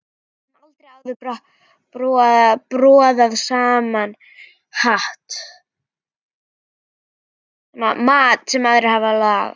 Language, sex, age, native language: Icelandic, female, 11, Icelandic